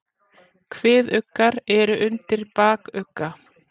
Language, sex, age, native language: Icelandic, female, 40-49, Icelandic